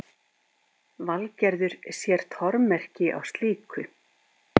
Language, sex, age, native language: Icelandic, female, 50-59, Icelandic